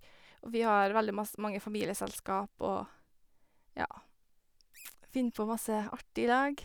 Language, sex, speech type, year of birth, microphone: Norwegian, female, spontaneous, 1986, Sennheiser